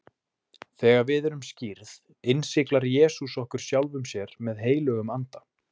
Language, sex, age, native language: Icelandic, male, 20-29, Icelandic